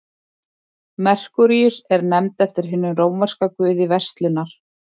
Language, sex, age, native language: Icelandic, female, 20-29, Icelandic